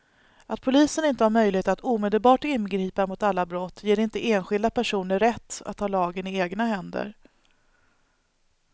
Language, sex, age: Swedish, female, 39